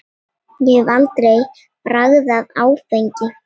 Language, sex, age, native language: Icelandic, female, 8, Icelandic